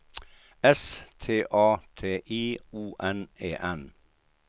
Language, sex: Swedish, male